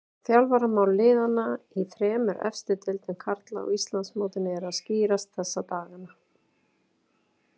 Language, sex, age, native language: Icelandic, female, 40-49, Icelandic